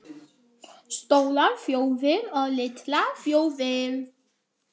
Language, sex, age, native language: Icelandic, female, 10, Icelandic